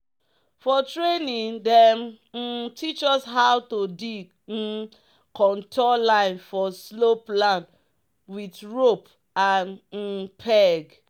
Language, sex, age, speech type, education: Nigerian Pidgin, female, 30-45, spontaneous, tertiary